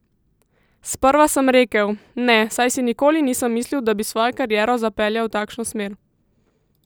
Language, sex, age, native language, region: Slovenian, female, 18-29, Slovenian, Central Slovenia